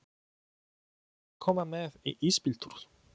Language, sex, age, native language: Icelandic, male, 20-29, Polish